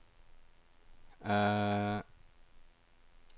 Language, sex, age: Norwegian, male, 36